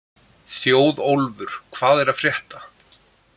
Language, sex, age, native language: Icelandic, male, 20-29, Icelandic